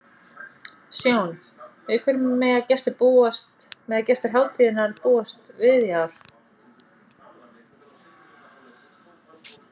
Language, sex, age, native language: Icelandic, female, 40-49, Icelandic